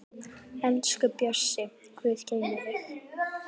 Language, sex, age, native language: Icelandic, female, 10, Icelandic